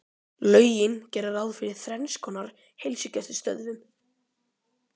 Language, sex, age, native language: Icelandic, male, 12, Icelandic